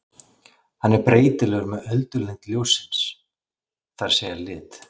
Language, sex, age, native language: Icelandic, male, 40-49, Icelandic